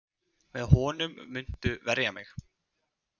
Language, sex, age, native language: Icelandic, male, 30-39, Icelandic